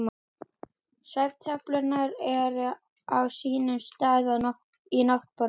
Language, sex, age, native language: Icelandic, female, 12, Icelandic